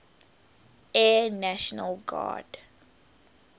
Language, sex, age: English, female, 18